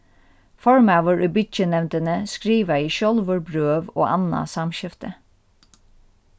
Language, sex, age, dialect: Faroese, female, 36-60, Norðurstreymoy/Eysturoy